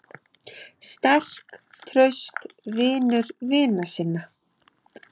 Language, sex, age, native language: Icelandic, male, 6, Icelandic